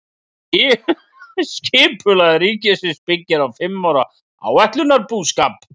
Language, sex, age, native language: Icelandic, male, 30-39, Icelandic